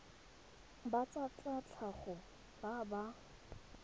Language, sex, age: Tswana, female, 21